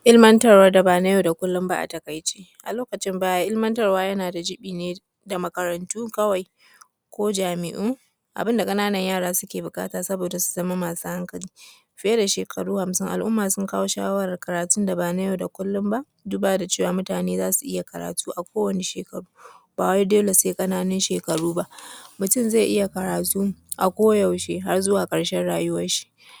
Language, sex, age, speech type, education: Hausa, female, 15-29, spontaneous, tertiary